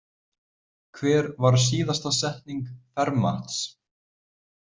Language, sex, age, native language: Icelandic, male, 20-29, Icelandic